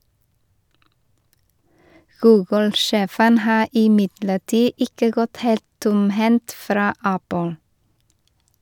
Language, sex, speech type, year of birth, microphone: Norwegian, female, read, 1973, Shure